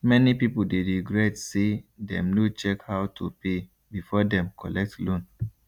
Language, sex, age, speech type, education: Nigerian Pidgin, male, 15-29, spontaneous, tertiary